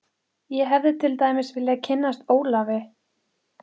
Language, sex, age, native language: Icelandic, female, 15, Icelandic